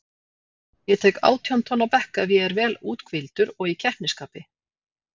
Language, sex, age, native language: Icelandic, female, 40-49, Icelandic